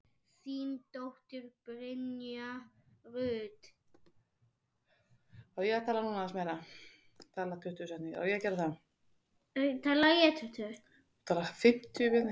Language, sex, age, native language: Icelandic, male, 7, Icelandic